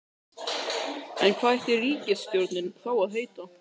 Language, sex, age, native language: Icelandic, male, 13, Icelandic